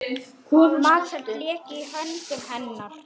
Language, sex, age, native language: Icelandic, male, 9, Icelandic